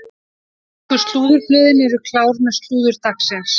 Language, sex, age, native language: Icelandic, female, 30-39, Icelandic